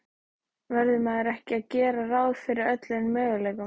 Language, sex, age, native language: Icelandic, female, 13, Icelandic